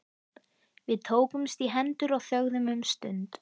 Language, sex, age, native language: Icelandic, female, 13, Icelandic